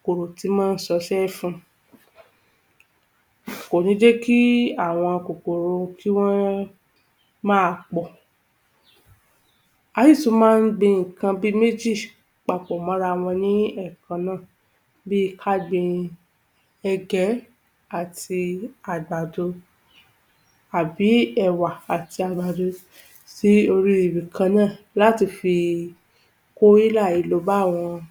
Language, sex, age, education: Yoruba, female, 15-29, tertiary